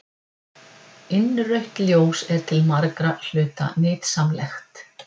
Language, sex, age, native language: Icelandic, female, 50-59, Icelandic